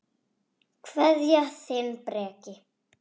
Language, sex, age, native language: Icelandic, female, 6, Icelandic